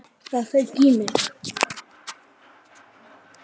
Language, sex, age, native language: Icelandic, male, 9, Icelandic